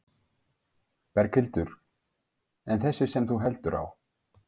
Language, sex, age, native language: Icelandic, male, 50-59, Icelandic